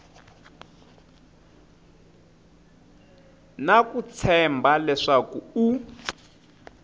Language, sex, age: Tsonga, male, 25